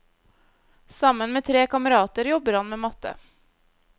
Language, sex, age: Norwegian, female, 25